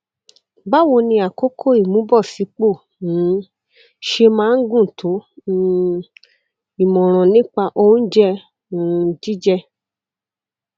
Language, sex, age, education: Yoruba, female, 30-45, tertiary